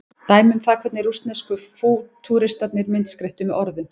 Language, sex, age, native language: Icelandic, female, 20-29, Icelandic